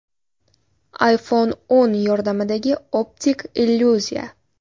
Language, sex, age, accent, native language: Uzbek, female, under 19, Qashqadaryo, Uzbek